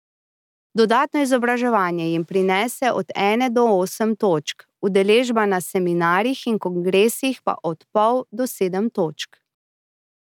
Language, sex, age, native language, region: Slovenian, female, 30-49, Slovenian, Drava region